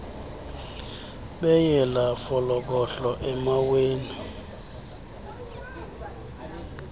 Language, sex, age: Xhosa, male, 35